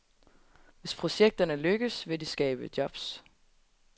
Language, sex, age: Danish, female, 20